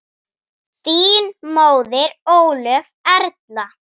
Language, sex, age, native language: Icelandic, female, 9, Icelandic